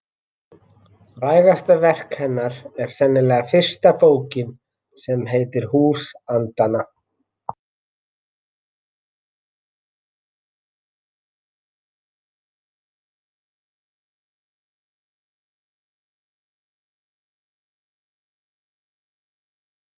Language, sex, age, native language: Icelandic, male, 40-49, Icelandic